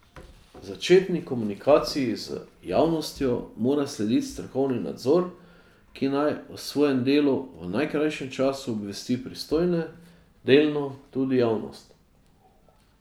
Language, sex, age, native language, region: Slovenian, male, 50-59, Slovenian, Drava region